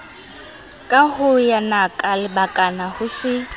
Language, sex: Southern Sotho, female